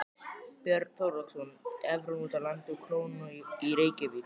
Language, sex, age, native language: Icelandic, male, 12, Icelandic